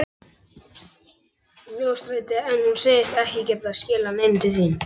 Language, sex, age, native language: Icelandic, male, 11, Icelandic